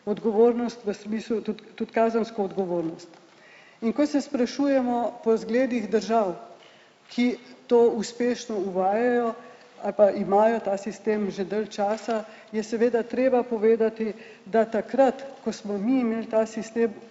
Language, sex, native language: Slovenian, male, Slovenian